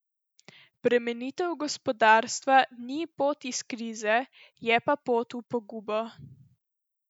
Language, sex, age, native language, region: Slovenian, female, 12-17, Slovenian, Central Slovenia